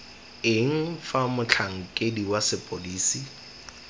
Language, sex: Tswana, male